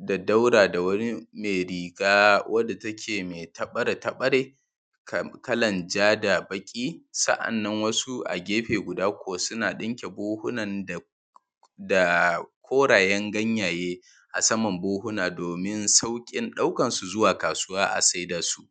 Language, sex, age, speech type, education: Hausa, male, 15-29, spontaneous, tertiary